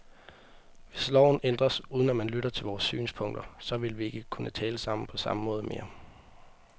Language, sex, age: Danish, male, 18